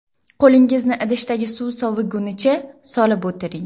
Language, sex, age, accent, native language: Uzbek, female, 18-24, Jizzax, Uzbek